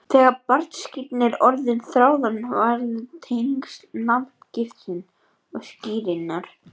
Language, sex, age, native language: Icelandic, female, 18-19, Icelandic